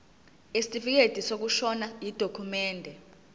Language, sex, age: Zulu, female, 19